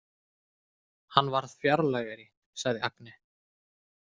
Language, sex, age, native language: Icelandic, male, 20-29, Icelandic